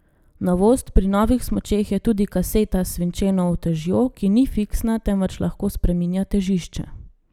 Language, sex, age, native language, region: Slovenian, female, 30-49, Slovenian, Gorenjska region